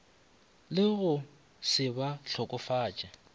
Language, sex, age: Northern Sotho, male, 25